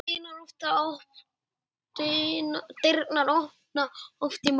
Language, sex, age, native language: Icelandic, male, 8, Icelandic